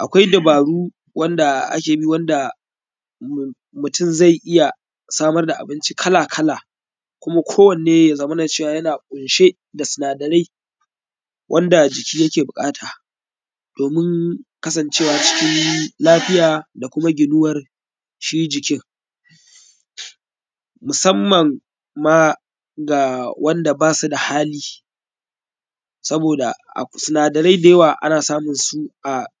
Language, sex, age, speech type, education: Hausa, male, 15-29, spontaneous, tertiary